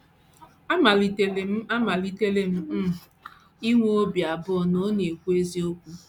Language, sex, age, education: Igbo, female, 30-45, tertiary